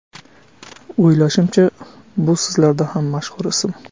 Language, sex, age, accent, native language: Uzbek, male, 25-34, Qashqadaryo, Uzbek